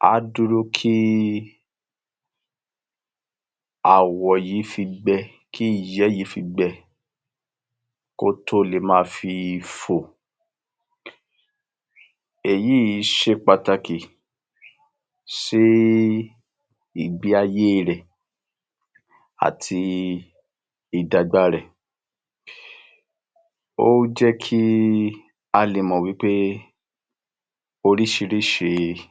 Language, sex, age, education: Yoruba, male, 60+, tertiary